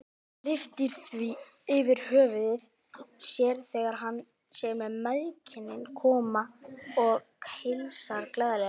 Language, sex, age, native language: Icelandic, male, 20-29, Icelandic